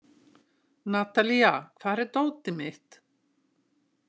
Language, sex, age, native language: Icelandic, female, 60-69, Icelandic